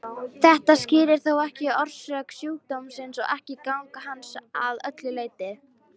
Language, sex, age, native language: Icelandic, female, 18-19, Icelandic